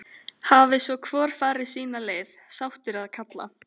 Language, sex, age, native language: Icelandic, female, 13, Icelandic